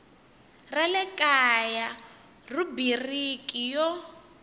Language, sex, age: Tsonga, female, 19